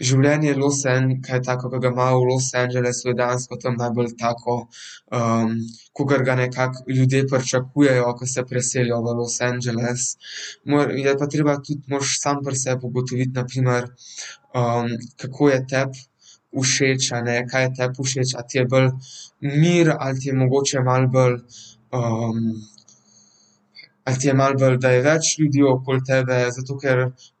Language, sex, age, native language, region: Slovenian, male, 12-17, Slovenian, Central Slovenia